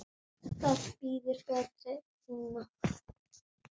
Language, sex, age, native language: Icelandic, female, 9, Icelandic